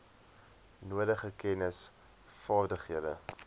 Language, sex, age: Afrikaans, male, 20